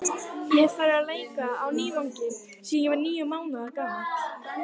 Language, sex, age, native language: Icelandic, female, 18-19, Icelandic